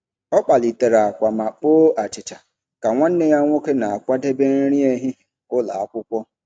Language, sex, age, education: Igbo, male, 30-45, tertiary